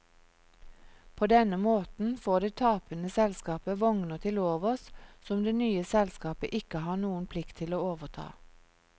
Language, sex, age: Norwegian, female, 46